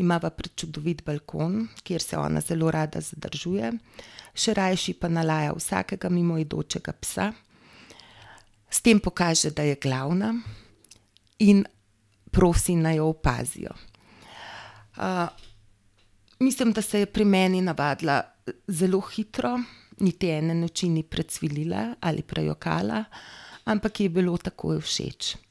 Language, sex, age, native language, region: Slovenian, female, 50-59, Slovenian, Gorenjska region